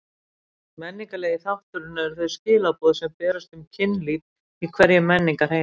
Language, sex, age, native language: Icelandic, female, 60-69, Icelandic